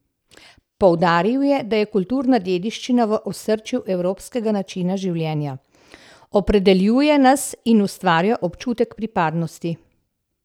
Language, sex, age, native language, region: Slovenian, female, 60+, Slovenian, Central Slovenia